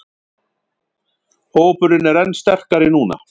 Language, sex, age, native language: Icelandic, male, 50-59, Icelandic